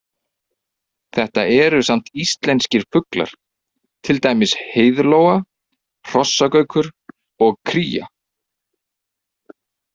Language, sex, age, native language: Icelandic, male, 30-39, Icelandic